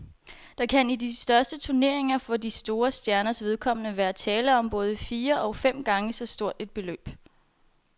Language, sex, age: Danish, female, 21